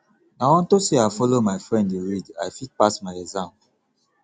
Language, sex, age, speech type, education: Nigerian Pidgin, male, 30-45, spontaneous, tertiary